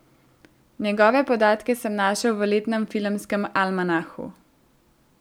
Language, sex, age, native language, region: Slovenian, female, 18-29, Slovenian, Central Slovenia